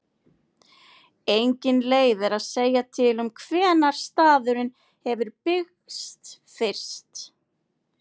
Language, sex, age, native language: Icelandic, female, 40-49, Icelandic